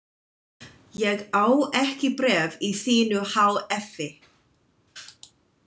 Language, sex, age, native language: Icelandic, female, 20-29, English